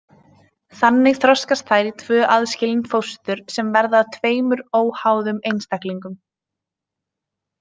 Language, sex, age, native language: Icelandic, female, 20-29, Icelandic